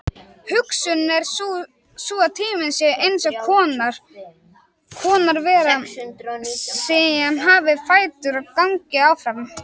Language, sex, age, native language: Icelandic, male, 18-19, Icelandic